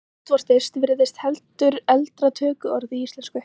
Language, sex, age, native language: Icelandic, female, 20-29, Icelandic